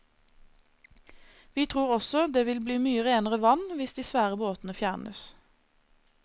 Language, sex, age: Norwegian, female, 26